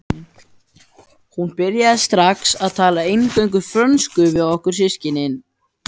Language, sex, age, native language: Icelandic, female, 14, Icelandic